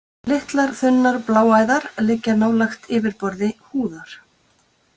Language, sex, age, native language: Icelandic, female, 50-59, Icelandic